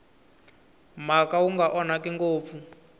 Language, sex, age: Tsonga, male, 22